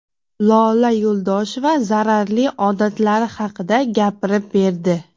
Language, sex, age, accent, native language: Uzbek, female, 18-24, Jizzax, Uzbek